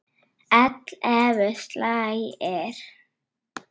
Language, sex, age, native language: Icelandic, other, 8, Icelandic